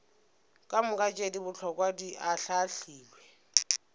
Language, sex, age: Northern Sotho, female, 25